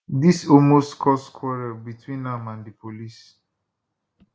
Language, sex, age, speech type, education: Nigerian Pidgin, male, 15-29, spontaneous, tertiary